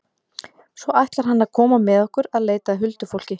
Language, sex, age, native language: Icelandic, female, 40-49, Icelandic